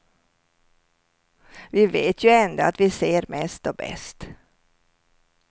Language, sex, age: Swedish, female, 67